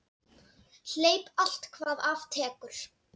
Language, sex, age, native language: Icelandic, female, 10, Dutch